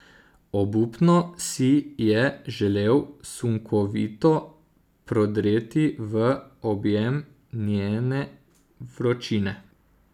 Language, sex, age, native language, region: Slovenian, male, 30-49, Slovenian, Zasavska region